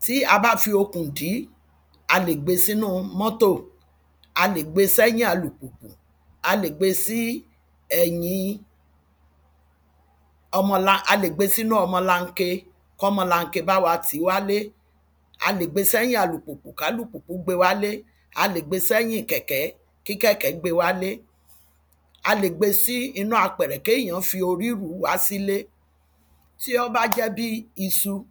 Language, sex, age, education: Yoruba, female, 46-60, tertiary